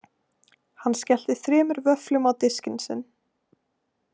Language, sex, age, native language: Icelandic, female, 18-19, Icelandic